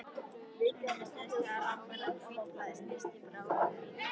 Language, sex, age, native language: Icelandic, female, 13, Icelandic